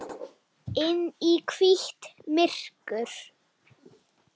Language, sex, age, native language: Icelandic, female, 8, Icelandic